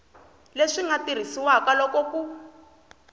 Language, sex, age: Tsonga, female, 20